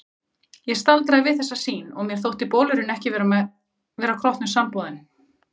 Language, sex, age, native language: Icelandic, female, 30-39, Icelandic